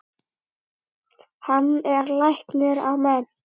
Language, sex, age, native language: Icelandic, male, 8, Icelandic